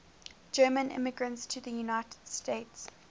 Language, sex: English, female